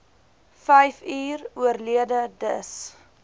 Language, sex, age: Afrikaans, female, 21